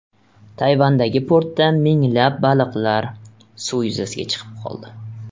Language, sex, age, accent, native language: Uzbek, male, 18-24, Surxondaryo, Uzbek